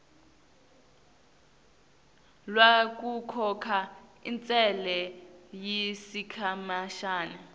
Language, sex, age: Swati, female, 19